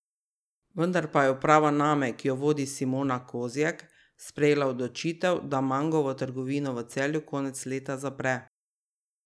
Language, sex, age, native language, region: Slovenian, female, 30-49, Slovenian, Drava region